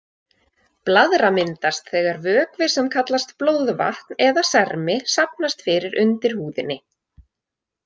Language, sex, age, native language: Icelandic, female, 20-29, Icelandic